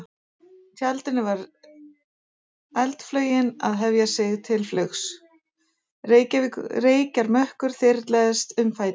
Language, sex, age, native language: Icelandic, female, 40-49, Icelandic